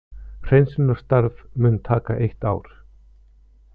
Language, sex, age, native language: Icelandic, male, 50-59, Icelandic